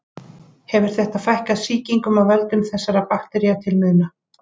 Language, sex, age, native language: Icelandic, female, 50-59, Icelandic